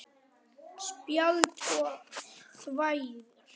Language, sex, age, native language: Icelandic, other, 9, Icelandic